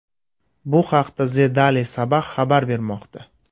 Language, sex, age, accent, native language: Uzbek, male, 25-34, Surxondaryo, Uzbek